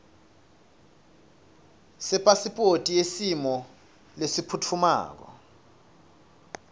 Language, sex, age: Swati, male, 26